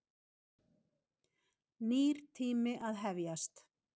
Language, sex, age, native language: Icelandic, female, 50-59, Icelandic